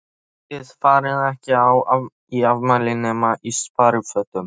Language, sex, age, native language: Icelandic, male, 13, Icelandic